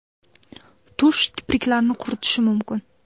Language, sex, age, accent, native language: Uzbek, female, under 19, Toshkent viloyati, Uzbek